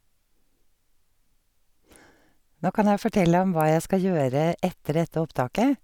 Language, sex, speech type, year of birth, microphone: Norwegian, female, spontaneous, 1951, Sennheiser